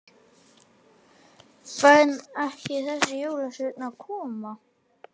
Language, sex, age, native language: Icelandic, male, 12, Icelandic